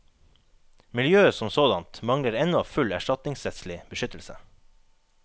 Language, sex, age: Norwegian, male, 21